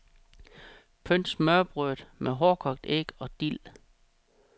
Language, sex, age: Danish, male, 36